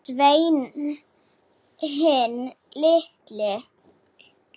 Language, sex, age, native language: Icelandic, female, 7, Slovak